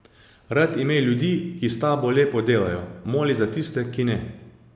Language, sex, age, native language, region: Slovenian, male, 30-49, Slovenian, Savinja region